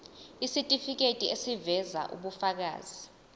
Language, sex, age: Zulu, female, 20